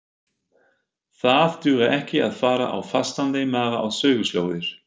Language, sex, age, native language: Icelandic, male, 50-59, German